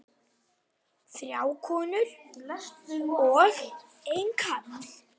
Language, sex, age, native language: Icelandic, other, 9, Icelandic